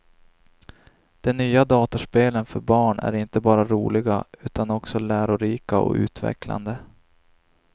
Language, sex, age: Swedish, male, 26